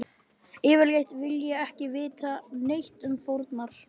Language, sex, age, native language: Icelandic, male, 12, Icelandic